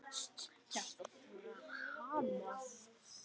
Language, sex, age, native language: Icelandic, female, 10, Icelandic